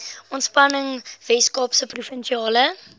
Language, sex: Afrikaans, female